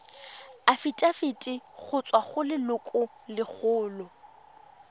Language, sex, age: Tswana, female, 21